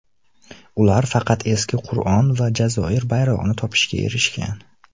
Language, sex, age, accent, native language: Uzbek, male, 19-29, Namangan, Uzbek